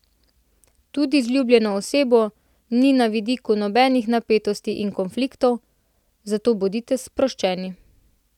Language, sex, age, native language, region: Slovenian, female, 18-29, Slovenian, Central Slovenia